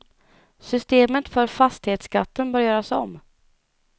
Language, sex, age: Swedish, female, 19